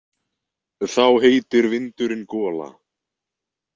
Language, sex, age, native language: Icelandic, male, 20-29, Icelandic